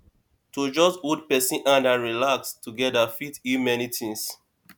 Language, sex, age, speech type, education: Nigerian Pidgin, male, 30-45, spontaneous, tertiary